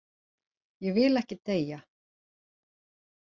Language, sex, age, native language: Icelandic, female, 40-49, Icelandic